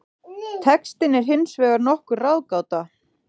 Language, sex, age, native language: Icelandic, female, 30-39, Icelandic